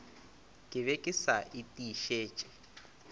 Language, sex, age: Northern Sotho, male, 25